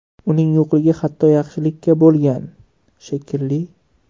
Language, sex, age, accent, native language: Uzbek, male, 12-17, Toshkent shahri, Uzbek